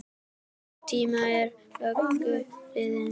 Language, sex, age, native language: Icelandic, male, 10, Icelandic